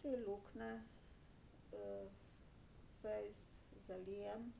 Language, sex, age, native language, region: Slovenian, female, 60+, Slovenian, Drava region